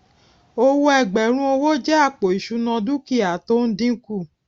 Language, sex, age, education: Yoruba, female, 46-60, tertiary